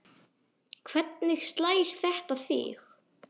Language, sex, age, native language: Icelandic, male, 10, Icelandic